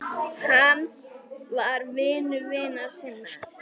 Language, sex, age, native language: Icelandic, female, 10, Icelandic